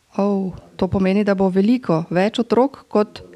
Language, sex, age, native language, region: Slovenian, female, 50-59, Slovenian, Drava region